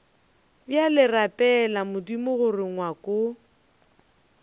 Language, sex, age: Northern Sotho, female, 29